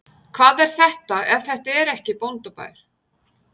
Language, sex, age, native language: Icelandic, female, 50-59, Icelandic